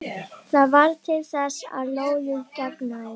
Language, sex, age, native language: Icelandic, female, 11, Icelandic